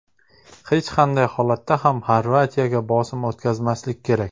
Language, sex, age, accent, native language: Uzbek, male, 19-29, Qoraqalpog'iston, Uzbek